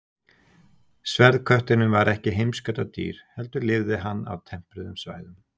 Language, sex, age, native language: Icelandic, male, 60-69, Icelandic